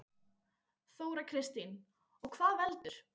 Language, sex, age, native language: Icelandic, male, 10, Icelandic